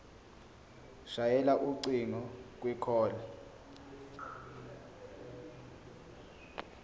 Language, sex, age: Zulu, male, 18